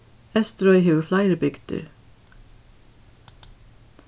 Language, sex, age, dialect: Faroese, female, 61+, Suðurstreymoy